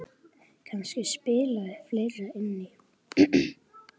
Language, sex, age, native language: Icelandic, female, 9, Icelandic